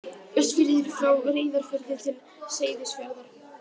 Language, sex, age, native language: Icelandic, male, 18-19, Icelandic